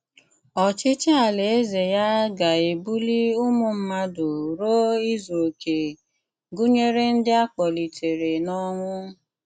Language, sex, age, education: Igbo, female, 15-29, tertiary